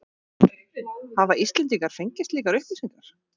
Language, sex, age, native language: Icelandic, female, 40-49, Icelandic